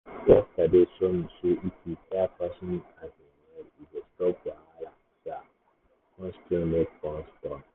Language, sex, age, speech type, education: Nigerian Pidgin, male, 15-29, spontaneous, secondary